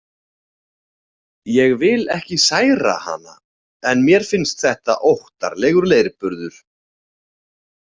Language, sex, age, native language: Icelandic, male, 40-49, Icelandic